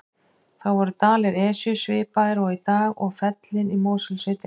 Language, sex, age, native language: Icelandic, female, 50-59, Icelandic